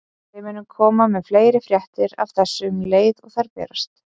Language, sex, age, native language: Icelandic, female, 20-29, Icelandic